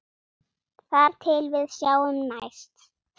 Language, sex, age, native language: Icelandic, female, 8, Icelandic